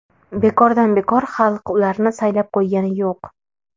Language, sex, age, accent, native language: Uzbek, female, 18-24, Toshkent shahri, Uzbek